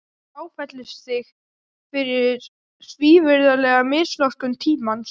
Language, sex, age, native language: Icelandic, male, 12, Icelandic